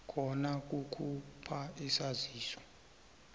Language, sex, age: South Ndebele, male, 24